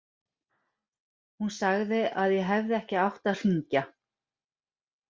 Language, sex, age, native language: Icelandic, female, 40-49, Icelandic